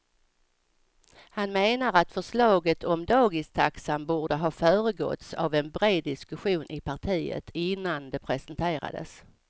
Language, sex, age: Swedish, female, 55